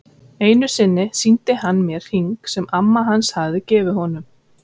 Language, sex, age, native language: Icelandic, female, 30-39, Icelandic